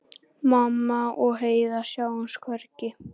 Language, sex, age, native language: Icelandic, male, 10, Icelandic